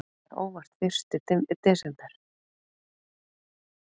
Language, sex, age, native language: Icelandic, female, 40-49, Icelandic